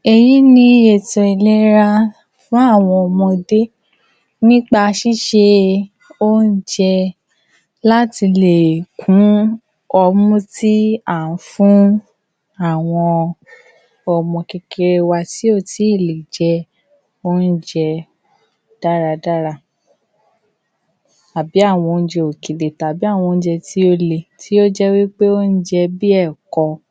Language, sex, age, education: Yoruba, female, 46-60, tertiary